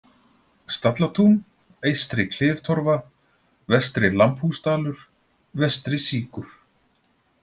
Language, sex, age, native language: Icelandic, male, 40-49, Icelandic